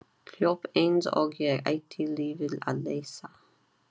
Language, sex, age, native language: Icelandic, female, 30-39, Chinese